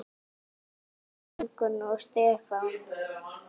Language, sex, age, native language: Icelandic, female, 8, Icelandic